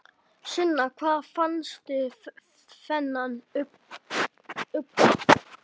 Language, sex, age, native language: Icelandic, male, 10, Icelandic